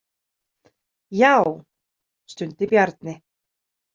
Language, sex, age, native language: Icelandic, female, 30-39, Icelandic